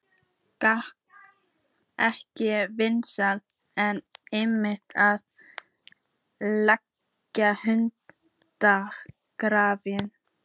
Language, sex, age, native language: Icelandic, female, 14, Icelandic